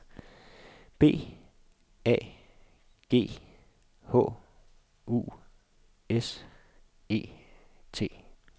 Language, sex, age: Danish, male, 52